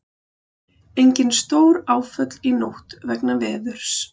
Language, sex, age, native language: Icelandic, female, 40-49, Icelandic